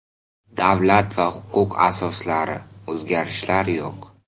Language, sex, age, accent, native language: Uzbek, male, under 19, Navoiy, Uzbek